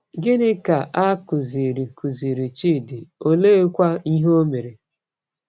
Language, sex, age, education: Igbo, female, 30-45, tertiary